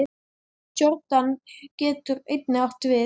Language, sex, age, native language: Icelandic, male, 10, Icelandic